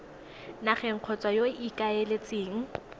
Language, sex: Tswana, female